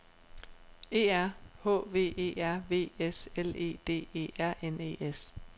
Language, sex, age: Danish, female, 36